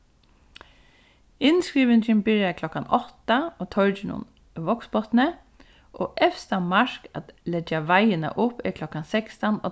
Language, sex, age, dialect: Faroese, female, 36-60, Suðurstreymoy